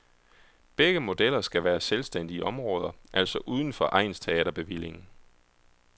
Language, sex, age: Danish, male, 31